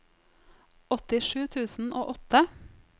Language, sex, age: Norwegian, female, 34